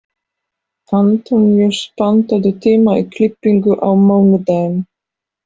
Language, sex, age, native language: Icelandic, female, 40-49, Polish